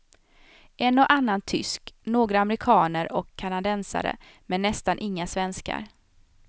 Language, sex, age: Swedish, female, 27